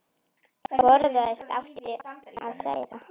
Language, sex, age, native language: Icelandic, female, 9, Icelandic